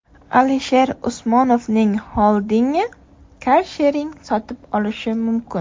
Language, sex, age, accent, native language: Uzbek, female, 18-24, Surxondaryo, Uzbek